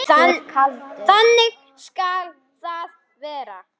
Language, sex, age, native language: Icelandic, male, 9, Icelandic